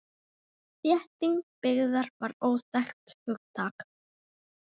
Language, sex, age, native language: Icelandic, female, 9, Icelandic